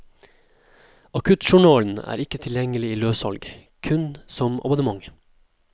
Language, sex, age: Norwegian, male, 27